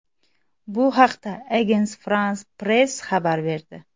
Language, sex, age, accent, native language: Uzbek, female, 19-29, Xorazm, Uzbek